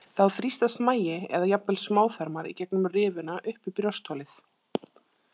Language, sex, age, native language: Icelandic, female, 30-39, Icelandic